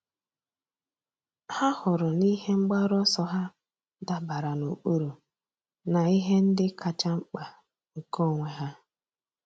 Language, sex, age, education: Igbo, female, 15-29, tertiary